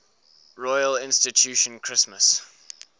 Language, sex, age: English, male, 19